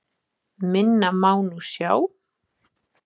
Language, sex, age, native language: Icelandic, female, 20-29, Icelandic